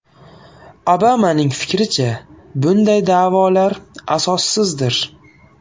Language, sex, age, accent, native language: Uzbek, male, 18-24, Farg'ona, Uzbek